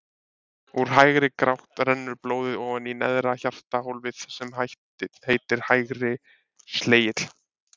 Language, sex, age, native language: Icelandic, male, 30-39, Icelandic